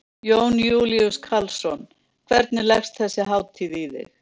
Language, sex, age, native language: Icelandic, female, 60-69, Icelandic